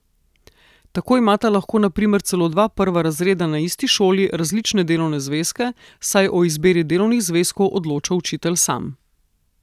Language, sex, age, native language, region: Slovenian, female, 30-49, Slovenian, Southeast Slovenia